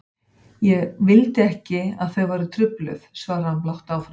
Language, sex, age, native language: Icelandic, female, 50-59, Icelandic